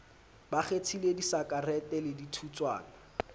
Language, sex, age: Southern Sotho, male, 20